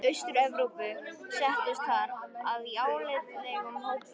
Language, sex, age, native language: Icelandic, female, 13, Icelandic